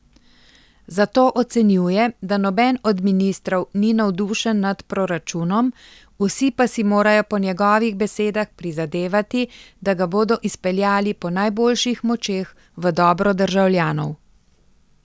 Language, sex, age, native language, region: Slovenian, female, 50-59, Slovenian, Central Slovenia